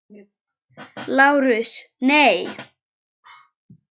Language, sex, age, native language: Icelandic, male, 10, Icelandic